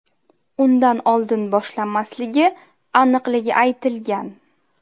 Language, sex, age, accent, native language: Uzbek, female, 25-34, Navoiy, Uzbek